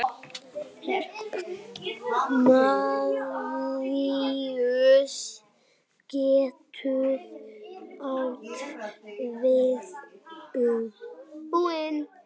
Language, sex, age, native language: Icelandic, male, 9, Icelandic